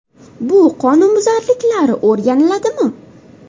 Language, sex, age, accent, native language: Uzbek, female, 19-29, Farg'ona, Uzbek